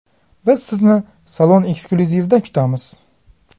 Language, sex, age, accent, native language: Uzbek, male, 25-34, Farg'ona, Uzbek